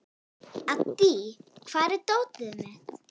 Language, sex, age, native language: Icelandic, female, 18-19, Icelandic